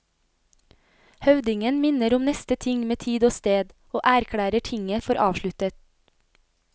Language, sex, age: Norwegian, female, 25